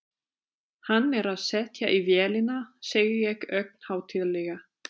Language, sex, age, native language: Icelandic, female, 30-39, German